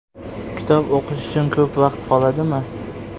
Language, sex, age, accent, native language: Uzbek, male, 18-24, Namangan, Uzbek